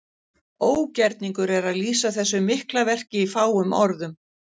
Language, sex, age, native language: Icelandic, female, 60-69, Icelandic